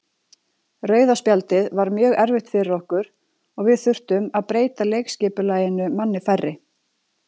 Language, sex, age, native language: Icelandic, female, 40-49, Icelandic